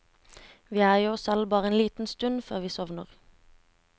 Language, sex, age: Norwegian, female, 17